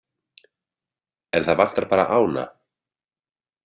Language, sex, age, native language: Icelandic, male, 30-39, Icelandic